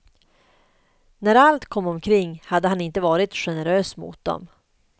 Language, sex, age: Swedish, female, 38